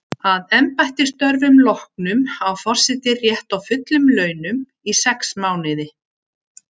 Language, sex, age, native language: Icelandic, female, 60-69, Icelandic